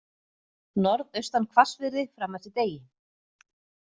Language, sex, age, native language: Icelandic, female, 40-49, Icelandic